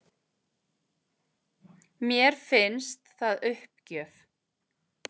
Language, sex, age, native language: Icelandic, female, 40-49, Icelandic